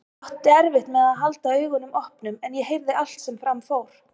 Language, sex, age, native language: Icelandic, female, 30-39, Icelandic